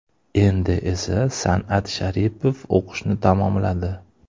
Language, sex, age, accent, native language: Uzbek, male, 25-34, Toshkent shahri, Uzbek